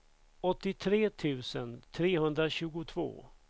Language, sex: Swedish, male